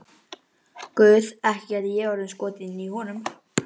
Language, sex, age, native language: Icelandic, male, 11, Icelandic